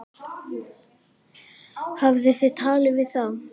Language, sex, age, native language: Icelandic, female, 11, Icelandic